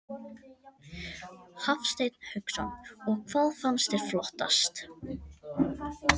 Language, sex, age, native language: Icelandic, female, 13, Icelandic